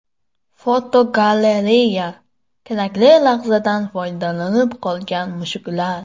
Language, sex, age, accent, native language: Uzbek, male, 12-17, Samarqand, Tajik